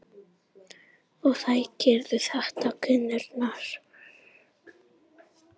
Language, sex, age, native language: Icelandic, female, 18-19, Icelandic